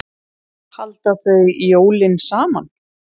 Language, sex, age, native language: Icelandic, female, 30-39, Icelandic